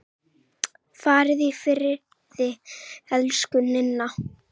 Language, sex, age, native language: Icelandic, female, 8, Icelandic